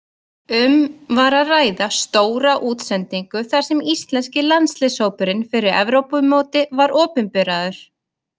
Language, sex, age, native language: Icelandic, female, 30-39, Icelandic